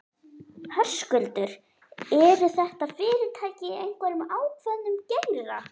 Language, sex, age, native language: Icelandic, female, 11, Icelandic